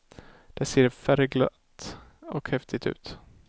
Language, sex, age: Swedish, male, 18